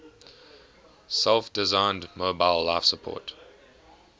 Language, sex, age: English, male, 21